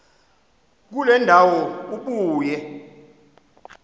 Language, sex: Xhosa, male